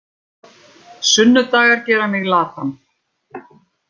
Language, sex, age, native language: Icelandic, female, 50-59, Icelandic